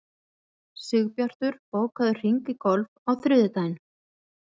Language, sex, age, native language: Icelandic, female, 40-49, Icelandic